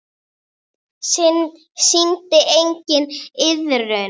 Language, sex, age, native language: Icelandic, female, 8, Icelandic